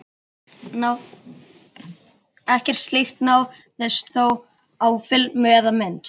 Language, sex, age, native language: Icelandic, female, 30-39, Icelandic